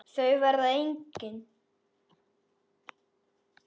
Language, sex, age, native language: Icelandic, female, 10, Icelandic